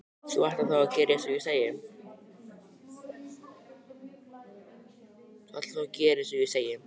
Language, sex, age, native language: Icelandic, male, 12, Icelandic